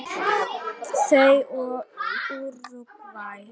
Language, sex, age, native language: Icelandic, female, 10, Polish